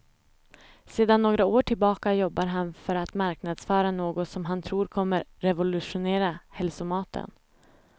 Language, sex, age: Swedish, female, 25